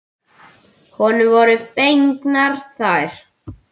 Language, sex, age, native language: Icelandic, male, 8, Icelandic